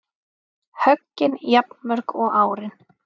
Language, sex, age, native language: Icelandic, female, 30-39, Icelandic